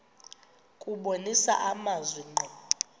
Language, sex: Xhosa, female